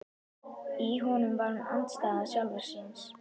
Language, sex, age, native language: Icelandic, female, 11, Icelandic